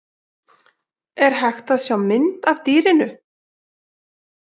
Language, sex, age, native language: Icelandic, female, 40-49, Icelandic